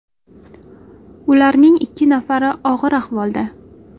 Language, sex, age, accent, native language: Uzbek, female, 18-24, Toshkent shahri, Uzbek